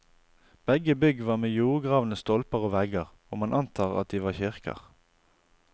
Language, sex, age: Norwegian, male, 28